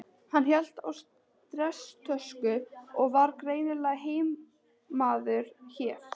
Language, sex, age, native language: Icelandic, female, 13, Icelandic